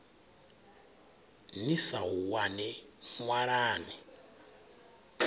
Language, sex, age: Venda, male, 39